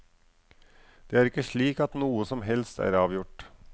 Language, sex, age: Norwegian, male, 44